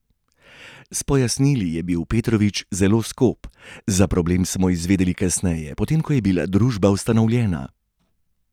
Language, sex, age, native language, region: Slovenian, male, 30-49, Slovenian, Gorenjska region